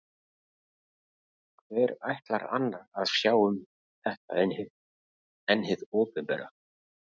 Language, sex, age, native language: Icelandic, male, 50-59, Icelandic